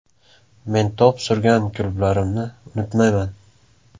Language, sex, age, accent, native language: Uzbek, male, 18-24, Samarqand, Uzbek